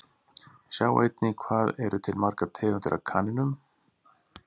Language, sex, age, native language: Icelandic, male, 40-49, Icelandic